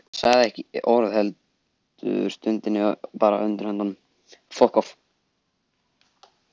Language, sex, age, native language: Icelandic, male, 14, Icelandic